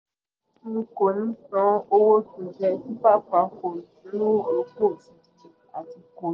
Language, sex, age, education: Yoruba, female, 15-29, secondary